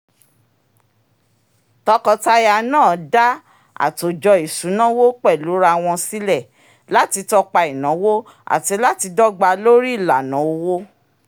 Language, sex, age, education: Yoruba, female, 46-60, tertiary